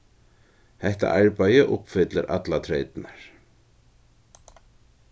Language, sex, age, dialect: Faroese, male, 61+, Norðurstreymoy/Eysturoy